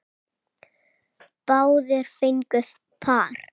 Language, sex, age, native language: Icelandic, female, 8, Icelandic